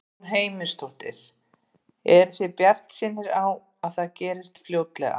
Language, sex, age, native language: Icelandic, female, 50-59, Icelandic